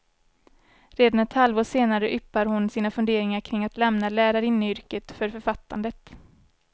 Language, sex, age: Swedish, female, 24